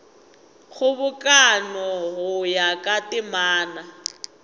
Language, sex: Northern Sotho, female